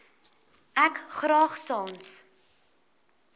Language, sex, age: Afrikaans, female, 22